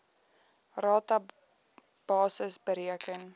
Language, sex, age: Afrikaans, female, 18